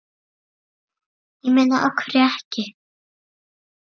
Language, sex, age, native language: Icelandic, male, 8, Icelandic